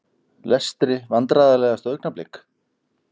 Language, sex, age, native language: Icelandic, male, 50-59, Icelandic